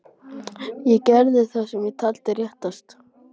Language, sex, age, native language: Icelandic, female, 12, Icelandic